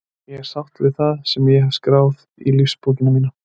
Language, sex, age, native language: Icelandic, male, 30-39, Icelandic